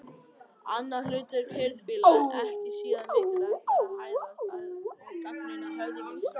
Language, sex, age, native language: Icelandic, male, 18-19, Icelandic